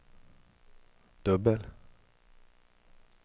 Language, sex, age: Swedish, male, 50